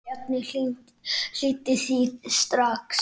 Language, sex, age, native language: Icelandic, male, 8, Icelandic